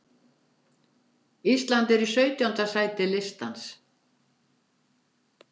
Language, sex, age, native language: Icelandic, female, 70-79, Icelandic